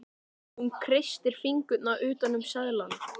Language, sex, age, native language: Icelandic, male, 13, Icelandic